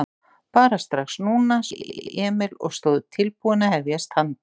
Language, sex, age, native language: Icelandic, female, 60-69, Icelandic